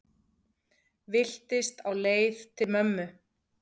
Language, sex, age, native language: Icelandic, female, 40-49, Icelandic